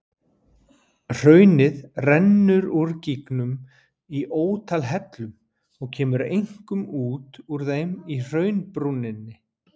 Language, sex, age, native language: Icelandic, male, 40-49, Icelandic